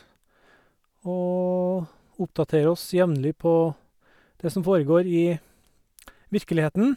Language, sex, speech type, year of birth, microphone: Norwegian, male, spontaneous, 1969, Sennheiser